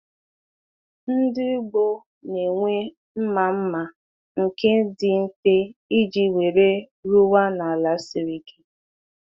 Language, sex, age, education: Igbo, female, 15-29, tertiary